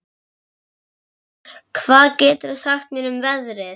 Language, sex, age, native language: Icelandic, male, 11, Icelandic